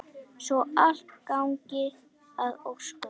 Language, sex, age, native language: Icelandic, female, 10, Icelandic